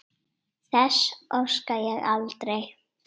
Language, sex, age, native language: Icelandic, female, 8, Icelandic